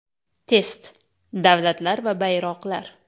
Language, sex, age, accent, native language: Uzbek, female, 18-24, Qoraqalpog'iston, Uzbek